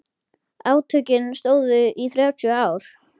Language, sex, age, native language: Icelandic, female, 10, Icelandic